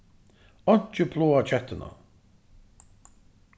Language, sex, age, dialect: Faroese, male, 36-60, Suðuroy